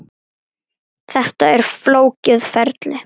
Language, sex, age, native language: Icelandic, female, 9, Icelandic